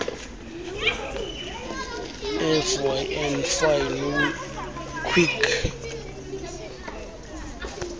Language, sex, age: Xhosa, male, 35